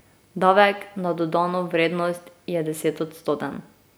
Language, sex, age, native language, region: Slovenian, female, 18-29, Slovenian, Drava region